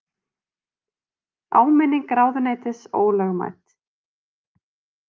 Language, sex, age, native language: Icelandic, female, 30-39, Icelandic